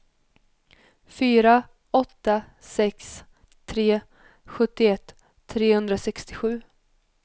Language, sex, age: Swedish, female, 21